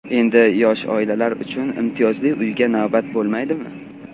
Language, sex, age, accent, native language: Uzbek, male, 18-24, Qashqadaryo, Uzbek